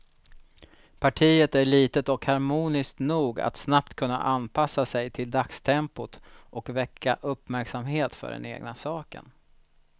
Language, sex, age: Swedish, male, 36